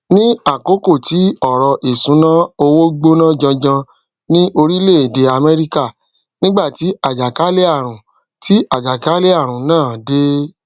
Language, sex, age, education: Yoruba, male, 30-45, tertiary